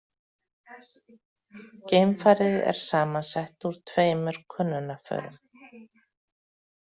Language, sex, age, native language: Icelandic, female, 40-49, Icelandic